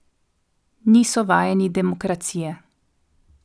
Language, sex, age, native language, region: Slovenian, female, 30-49, Slovenian, Coastal Karst region